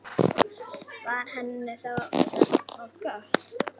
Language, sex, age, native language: Icelandic, female, 8, Icelandic